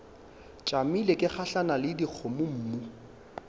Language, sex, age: Northern Sotho, male, 22